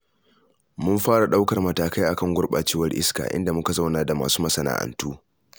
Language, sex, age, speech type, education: Hausa, male, 15-29, read, tertiary